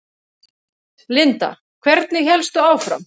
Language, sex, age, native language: Icelandic, female, 7, Icelandic